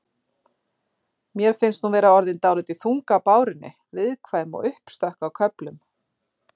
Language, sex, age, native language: Icelandic, female, 40-49, Icelandic